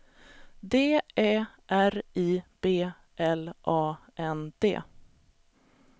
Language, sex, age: Swedish, female, 37